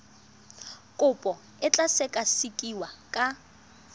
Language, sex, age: Tswana, female, 22